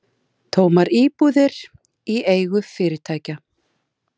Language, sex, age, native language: Icelandic, female, 40-49, Icelandic